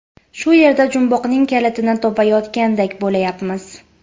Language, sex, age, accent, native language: Uzbek, female, 25-34, Farg'ona, Uzbek